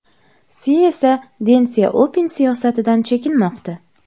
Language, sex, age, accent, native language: Uzbek, female, 18-24, Andijon, Uzbek